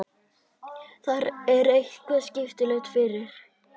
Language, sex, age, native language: Icelandic, male, 18-19, Icelandic